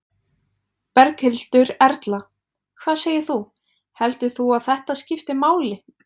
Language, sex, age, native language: Icelandic, female, 20-29, Icelandic